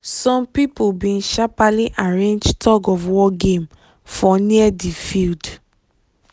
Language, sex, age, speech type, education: Nigerian Pidgin, female, 15-29, spontaneous, tertiary